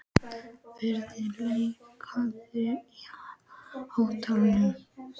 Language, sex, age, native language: Icelandic, male, 12, Icelandic